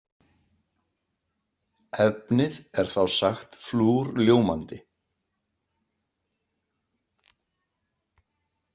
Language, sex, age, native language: Icelandic, male, 60-69, Icelandic